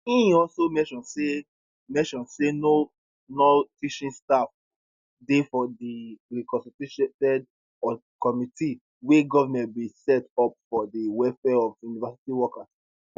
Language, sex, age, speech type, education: Nigerian Pidgin, male, 15-29, spontaneous, tertiary